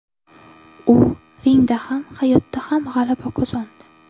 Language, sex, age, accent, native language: Uzbek, female, 12-17, Navoiy, Uzbek